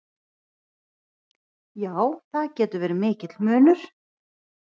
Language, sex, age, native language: Icelandic, female, 40-49, Icelandic